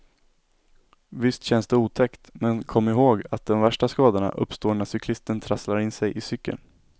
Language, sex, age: Swedish, male, 17